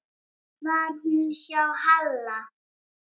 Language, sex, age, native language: Icelandic, female, 8, Icelandic